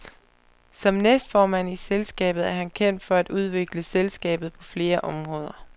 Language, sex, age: Danish, female, 25